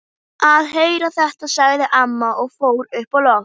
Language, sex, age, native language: Icelandic, female, 11, Icelandic